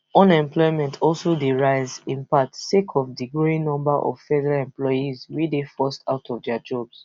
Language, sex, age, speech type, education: Nigerian Pidgin, female, 15-29, spontaneous, tertiary